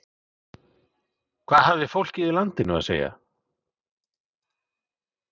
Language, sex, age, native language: Icelandic, male, 40-49, Icelandic